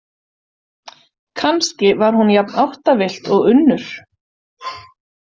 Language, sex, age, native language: Icelandic, female, 40-49, Icelandic